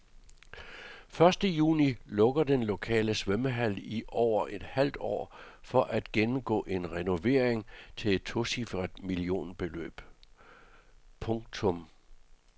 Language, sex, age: Danish, male, 66